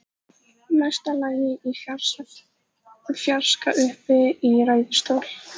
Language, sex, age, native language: Icelandic, female, 14, Icelandic